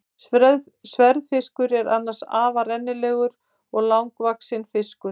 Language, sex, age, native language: Icelandic, female, 50-59, Icelandic